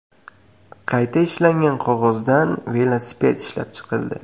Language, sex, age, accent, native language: Uzbek, male, 18-24, Qashqadaryo, Uzbek